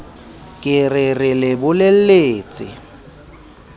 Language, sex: Southern Sotho, male